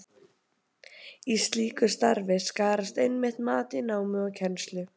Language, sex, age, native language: Icelandic, female, 12, Icelandic